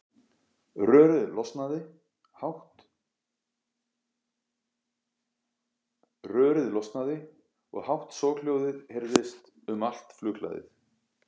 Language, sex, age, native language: Icelandic, male, 40-49, Icelandic